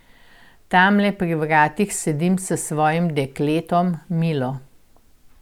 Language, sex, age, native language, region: Slovenian, female, 60+, Slovenian, Central Slovenia